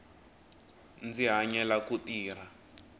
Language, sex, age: Tsonga, male, 20